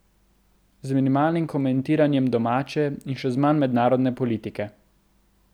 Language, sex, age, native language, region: Slovenian, male, 18-29, Slovenian, Central Slovenia